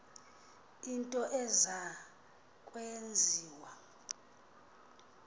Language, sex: Xhosa, female